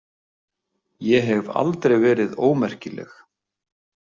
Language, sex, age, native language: Icelandic, male, 50-59, Icelandic